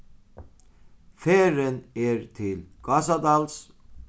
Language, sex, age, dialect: Faroese, male, 36-60, Sandoy